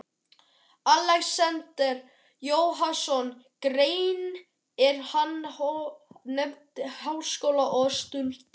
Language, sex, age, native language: Icelandic, male, 12, Icelandic